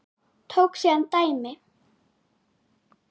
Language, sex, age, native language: Icelandic, female, 9, Icelandic